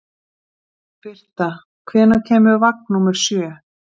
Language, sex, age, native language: Icelandic, female, 50-59, Icelandic